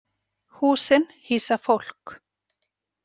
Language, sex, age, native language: Icelandic, female, 40-49, Icelandic